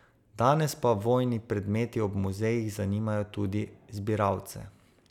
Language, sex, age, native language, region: Slovenian, male, 30-49, Slovenian, Savinja region